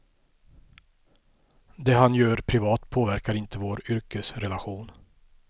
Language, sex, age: Swedish, male, 50